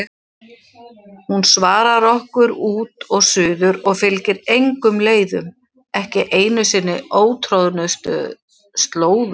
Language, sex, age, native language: Icelandic, female, 60-69, Icelandic